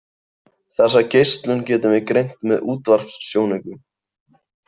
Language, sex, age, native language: Icelandic, male, 18-19, Icelandic